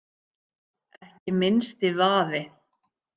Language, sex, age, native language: Icelandic, female, 50-59, Icelandic